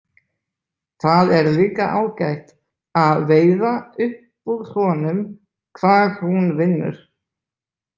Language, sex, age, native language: Icelandic, male, 20-29, Icelandic